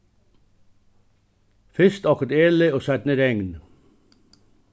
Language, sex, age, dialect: Faroese, male, 61+, Suðuroy